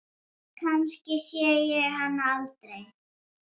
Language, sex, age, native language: Icelandic, female, 8, Icelandic